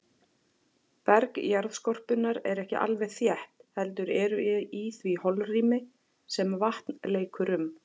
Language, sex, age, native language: Icelandic, female, 40-49, Icelandic